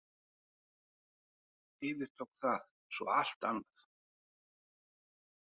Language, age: Icelandic, 50-59